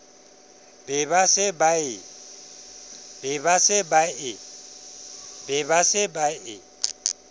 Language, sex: Southern Sotho, male